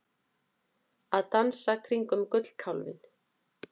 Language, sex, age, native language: Icelandic, female, 40-49, Icelandic